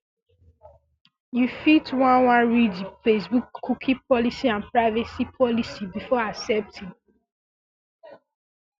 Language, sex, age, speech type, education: Nigerian Pidgin, female, 15-29, spontaneous, secondary